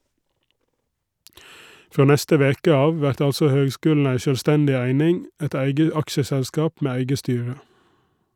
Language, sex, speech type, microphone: Norwegian, male, read, Shure